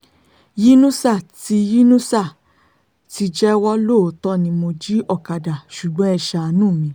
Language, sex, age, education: Yoruba, female, 30-45, tertiary